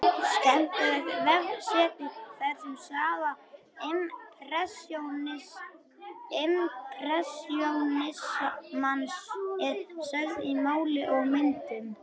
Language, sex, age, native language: Icelandic, male, 21, Icelandic